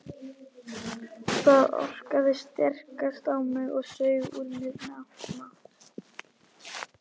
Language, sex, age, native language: Icelandic, male, 12, Icelandic